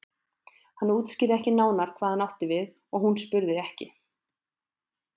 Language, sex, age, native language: Icelandic, female, 20-29, Icelandic